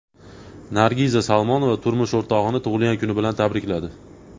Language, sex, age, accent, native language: Uzbek, male, 19-29, Andijon, Uzbek